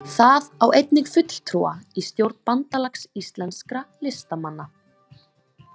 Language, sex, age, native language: Icelandic, female, 20-29, Icelandic